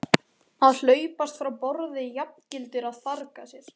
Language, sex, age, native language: Icelandic, male, 13, Icelandic